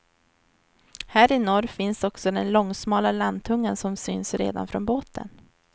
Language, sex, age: Swedish, female, 23